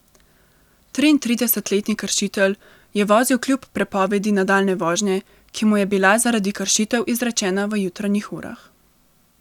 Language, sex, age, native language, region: Slovenian, female, 18-29, Slovenian, Central Slovenia